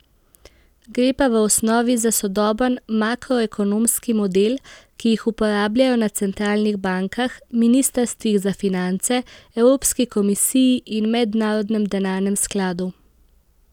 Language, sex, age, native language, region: Slovenian, female, 18-29, Slovenian, Central Slovenia